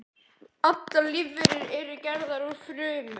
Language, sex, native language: Icelandic, male, Icelandic